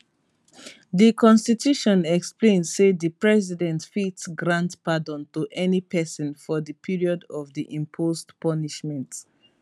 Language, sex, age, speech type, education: Nigerian Pidgin, female, 15-29, spontaneous, tertiary